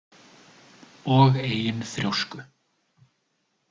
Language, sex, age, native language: Icelandic, male, 20-29, Icelandic